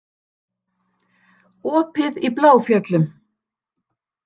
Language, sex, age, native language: Icelandic, female, 60-69, Icelandic